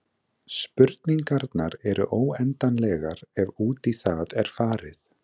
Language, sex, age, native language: Icelandic, male, 20-29, Icelandic